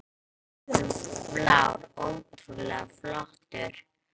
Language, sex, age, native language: Icelandic, male, 12, Icelandic